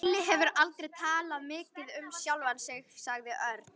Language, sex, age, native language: Icelandic, female, 11, Icelandic